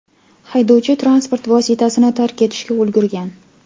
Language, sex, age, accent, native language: Uzbek, female, 18-24, Farg'ona, Uzbek